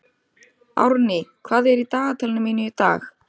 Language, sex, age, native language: Icelandic, female, 30-39, Icelandic